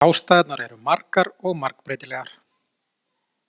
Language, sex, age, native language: Icelandic, male, 40-49, Icelandic